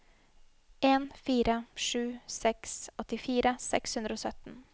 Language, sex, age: Norwegian, female, 21